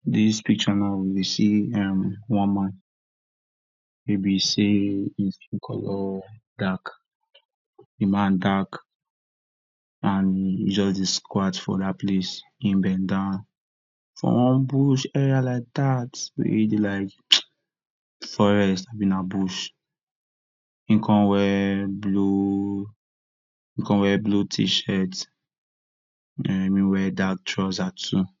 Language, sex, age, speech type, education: Nigerian Pidgin, male, 46-60, spontaneous, tertiary